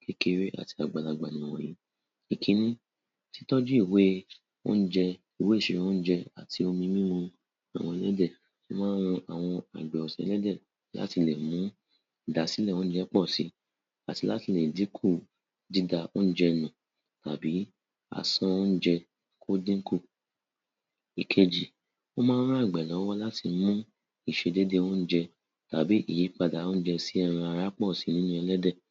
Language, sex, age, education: Yoruba, male, 60+, tertiary